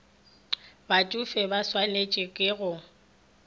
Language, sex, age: Northern Sotho, female, 23